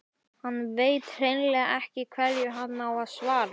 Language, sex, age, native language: Icelandic, male, 11, Icelandic